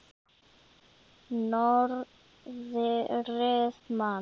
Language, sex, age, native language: Icelandic, female, 9, Icelandic